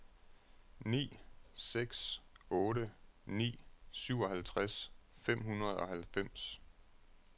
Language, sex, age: Danish, male, 36